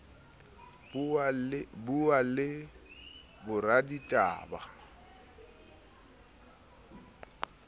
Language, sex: Southern Sotho, male